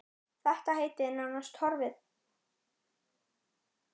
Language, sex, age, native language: Icelandic, male, 9, Icelandic